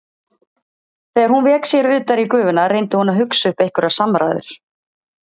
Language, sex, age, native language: Icelandic, female, 30-39, Icelandic